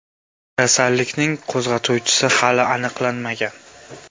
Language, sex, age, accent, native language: Uzbek, male, 18-24, Jizzax, Uzbek